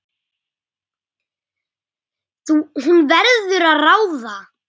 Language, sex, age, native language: Icelandic, male, 8, Icelandic